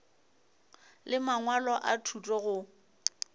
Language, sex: Northern Sotho, female